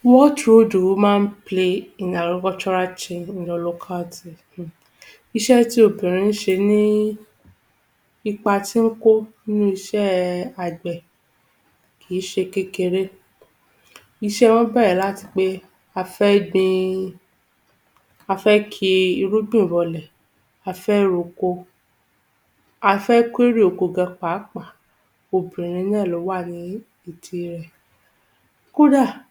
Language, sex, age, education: Yoruba, female, 15-29, tertiary